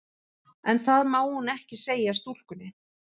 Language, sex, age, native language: Icelandic, female, 11, Icelandic